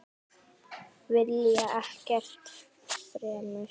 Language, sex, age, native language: Icelandic, female, 9, Icelandic